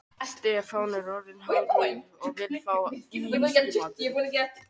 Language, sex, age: Icelandic, other, 18-19